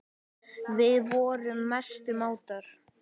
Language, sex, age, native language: Icelandic, male, 10, Icelandic